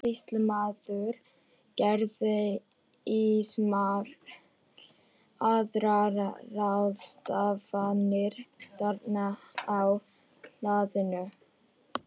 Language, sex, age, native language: Icelandic, female, 14, Icelandic